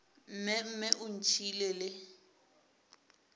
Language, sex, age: Northern Sotho, female, 27